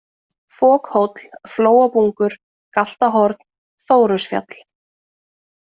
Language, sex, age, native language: Icelandic, female, 20-29, Icelandic